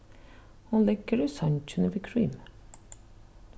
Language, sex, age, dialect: Faroese, female, 36-60, Norðuroyggjar